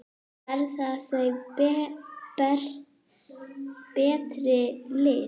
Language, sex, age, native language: Icelandic, female, 9, Icelandic